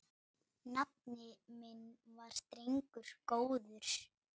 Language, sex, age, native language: Icelandic, male, 8, Icelandic